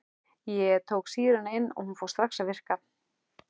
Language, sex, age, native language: Icelandic, male, 11, Icelandic